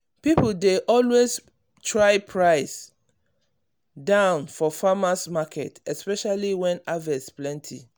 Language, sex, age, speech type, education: Nigerian Pidgin, female, 46-60, spontaneous, tertiary